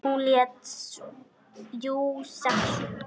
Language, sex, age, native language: Icelandic, male, 9, Icelandic